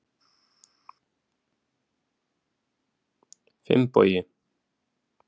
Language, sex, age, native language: Icelandic, male, 20-29, Icelandic